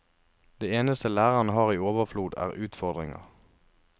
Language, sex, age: Norwegian, male, 33